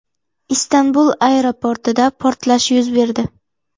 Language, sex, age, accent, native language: Uzbek, female, 18-24, Jizzax, Uzbek